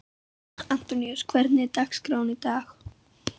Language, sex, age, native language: Icelandic, female, 12, Icelandic